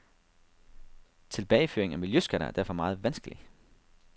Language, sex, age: Danish, male, 32